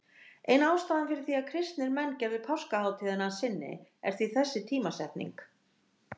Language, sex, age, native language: Icelandic, female, 60-69, Icelandic